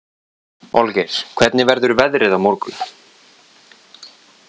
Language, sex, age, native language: Icelandic, male, 20-29, Icelandic